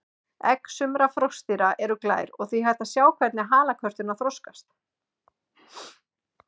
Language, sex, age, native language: Icelandic, female, 30-39, Icelandic